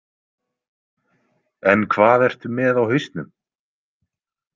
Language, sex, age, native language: Icelandic, male, 20-29, Icelandic